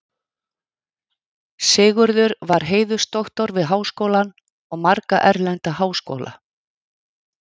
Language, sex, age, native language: Icelandic, female, 50-59, Icelandic